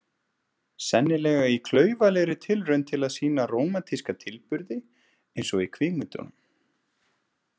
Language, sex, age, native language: Icelandic, male, 30-39, Icelandic